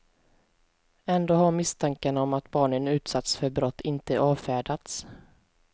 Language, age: Swedish, 20